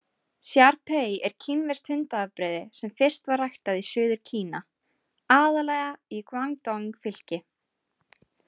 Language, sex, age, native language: Icelandic, female, 18-19, Icelandic